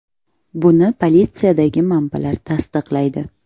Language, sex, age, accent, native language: Uzbek, female, 18-24, Toshkent viloyati, Uzbek